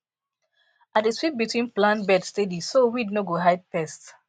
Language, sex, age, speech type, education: Nigerian Pidgin, female, 15-29, spontaneous, tertiary